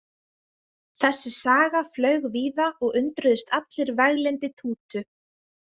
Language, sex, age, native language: Icelandic, female, 20-29, Icelandic